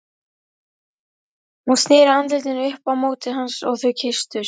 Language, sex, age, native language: Icelandic, female, 11, Icelandic